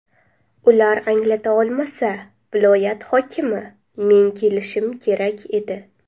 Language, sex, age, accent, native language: Uzbek, female, under 19, Navoiy, Uzbek